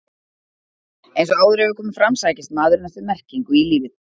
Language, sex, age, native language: Icelandic, female, 40-49, Icelandic